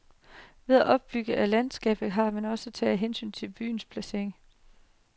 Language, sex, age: Danish, female, 30